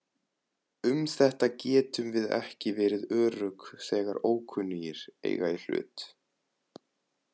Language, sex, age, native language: Icelandic, male, 20-29, Icelandic